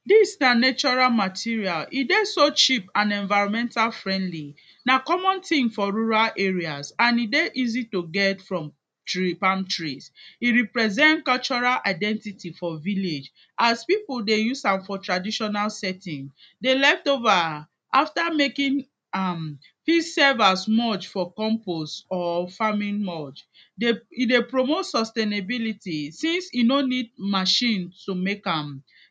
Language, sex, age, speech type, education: Nigerian Pidgin, female, 15-29, spontaneous, secondary